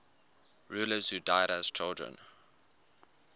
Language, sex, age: English, male, 19